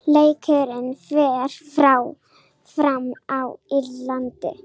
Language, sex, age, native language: Icelandic, female, 40-49, Icelandic